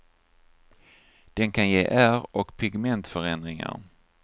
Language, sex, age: Swedish, male, 49